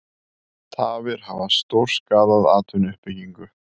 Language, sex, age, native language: Icelandic, male, 30-39, Icelandic